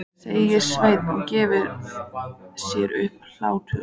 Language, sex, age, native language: Icelandic, female, 14, Icelandic